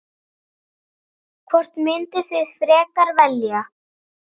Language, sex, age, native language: Icelandic, female, 7, Icelandic